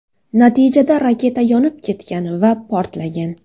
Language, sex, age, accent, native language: Uzbek, female, 18-24, Surxondaryo, Uzbek